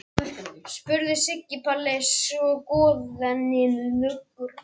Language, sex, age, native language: Icelandic, other, 12, Icelandic